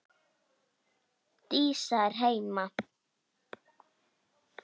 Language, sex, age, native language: Icelandic, female, 8, Icelandic